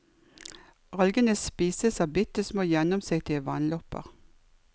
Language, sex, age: Norwegian, female, 56